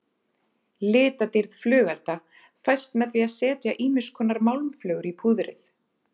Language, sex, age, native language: Icelandic, female, 30-39, Icelandic